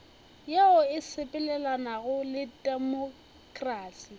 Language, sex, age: Northern Sotho, female, 21